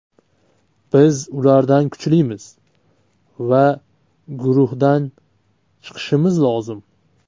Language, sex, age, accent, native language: Uzbek, male, 25-34, Namangan, Uzbek